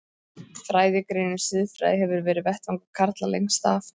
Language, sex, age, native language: Icelandic, female, 13, Icelandic